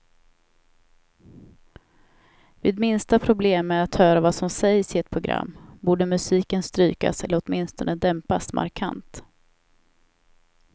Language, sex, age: Swedish, female, 28